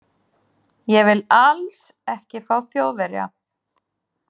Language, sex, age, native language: Icelandic, female, 30-39, Icelandic